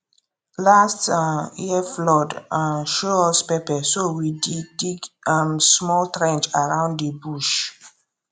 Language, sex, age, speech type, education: Nigerian Pidgin, female, 15-29, spontaneous, tertiary